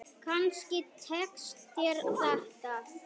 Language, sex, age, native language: Icelandic, male, 9, Icelandic